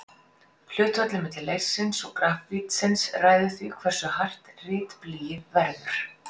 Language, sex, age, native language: Icelandic, female, 40-49, Icelandic